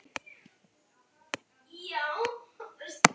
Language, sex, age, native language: Icelandic, female, 11, German